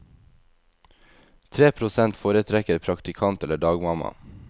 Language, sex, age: Norwegian, male, 22